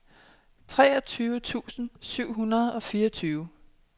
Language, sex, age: Danish, female, 27